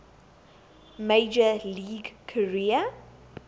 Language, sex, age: English, female, 22